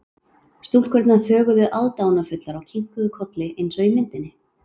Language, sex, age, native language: Icelandic, female, 30-39, Icelandic